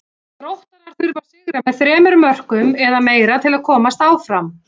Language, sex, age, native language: Icelandic, female, 40-49, Icelandic